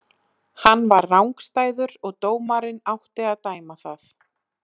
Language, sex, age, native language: Icelandic, female, 20-29, Icelandic